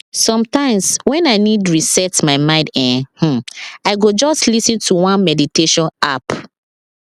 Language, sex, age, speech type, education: Nigerian Pidgin, female, 15-29, spontaneous, tertiary